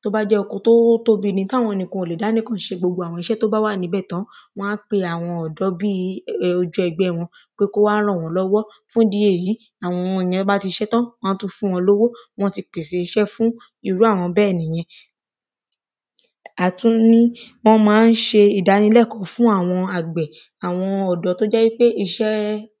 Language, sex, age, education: Yoruba, female, 15-29, secondary